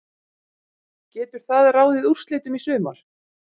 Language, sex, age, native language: Icelandic, female, 40-49, Icelandic